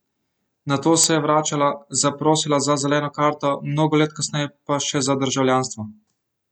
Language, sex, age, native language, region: Slovenian, male, 18-29, Slovenian, Central Slovenia